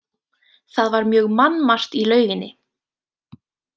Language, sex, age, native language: Icelandic, female, 18-19, Icelandic